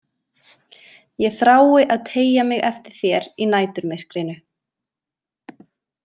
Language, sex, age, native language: Icelandic, female, 20-29, Icelandic